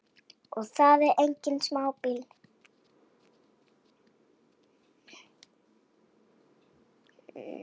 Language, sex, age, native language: Icelandic, female, 6, Icelandic